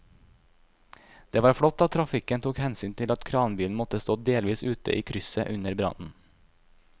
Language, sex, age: Norwegian, male, 26